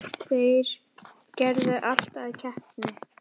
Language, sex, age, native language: Icelandic, female, 10, Icelandic